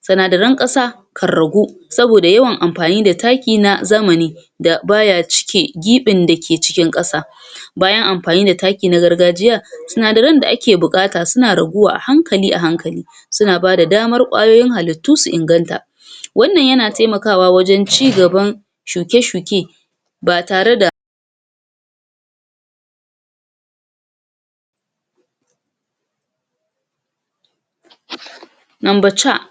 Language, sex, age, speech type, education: Hausa, female, 46-60, spontaneous, tertiary